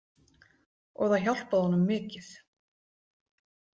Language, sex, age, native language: Icelandic, female, 40-49, Icelandic